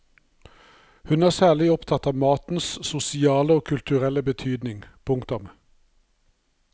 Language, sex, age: Norwegian, male, 59